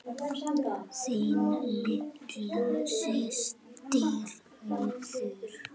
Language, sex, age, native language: Icelandic, female, 8, Icelandic